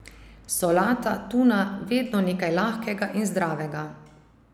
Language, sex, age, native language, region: Slovenian, female, 30-49, Slovenian, Savinja region